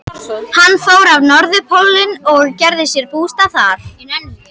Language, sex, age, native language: Icelandic, female, 50-59, Icelandic